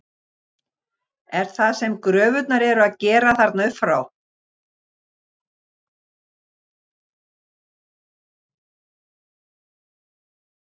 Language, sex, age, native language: Icelandic, other, 60-69, Icelandic